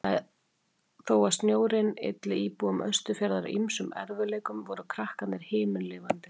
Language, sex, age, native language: Icelandic, female, 40-49, Icelandic